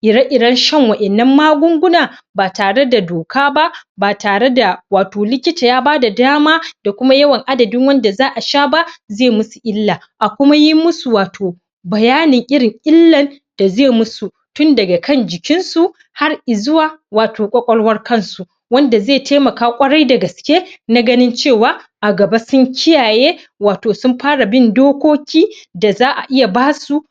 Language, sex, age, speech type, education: Hausa, male, 15-29, spontaneous, tertiary